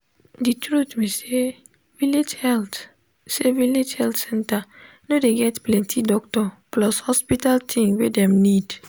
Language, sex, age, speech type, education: Nigerian Pidgin, female, 15-29, spontaneous, tertiary